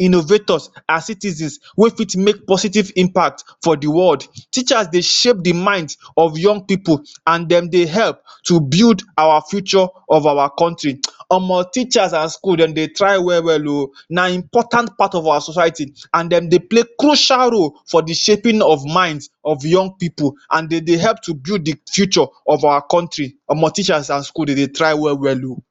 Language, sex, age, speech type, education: Nigerian Pidgin, male, 15-29, spontaneous, tertiary